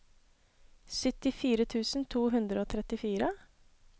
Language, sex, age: Norwegian, female, 26